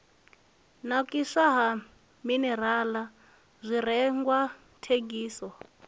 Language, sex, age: Venda, female, 25